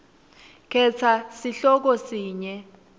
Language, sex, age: Swati, female, 19